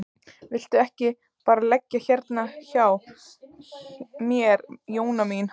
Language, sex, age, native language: Icelandic, female, 14, Icelandic